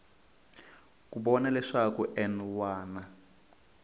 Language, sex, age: Tsonga, male, 22